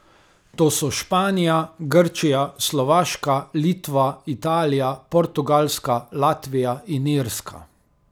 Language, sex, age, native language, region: Slovenian, male, 30-49, Slovenian, Carinthia region